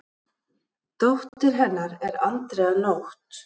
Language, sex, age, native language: Icelandic, female, 9, Icelandic